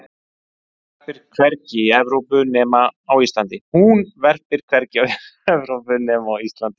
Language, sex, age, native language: Icelandic, male, 20-29, Icelandic